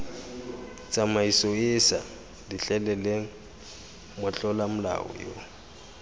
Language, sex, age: Tswana, male, 25